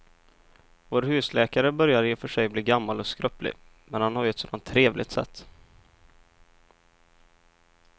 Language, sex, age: Swedish, male, 23